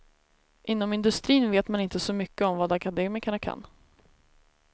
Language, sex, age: Swedish, female, 33